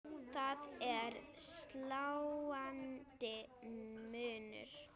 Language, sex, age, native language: Icelandic, female, 8, Icelandic